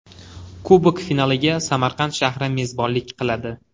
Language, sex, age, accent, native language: Uzbek, male, 18-24, Farg'ona, Uzbek